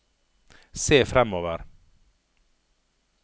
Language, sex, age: Norwegian, male, 39